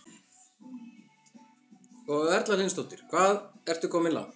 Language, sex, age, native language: Icelandic, male, 50-59, Icelandic